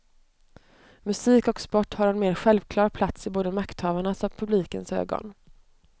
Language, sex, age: Swedish, female, 29